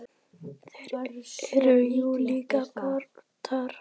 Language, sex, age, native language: Icelandic, female, 10, Icelandic